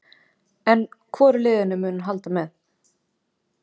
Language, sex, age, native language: Icelandic, female, 20-29, Icelandic